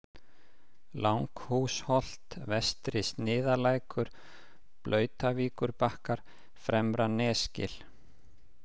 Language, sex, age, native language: Icelandic, male, 50-59, Icelandic